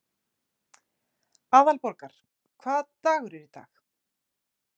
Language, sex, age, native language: Icelandic, female, 40-49, Icelandic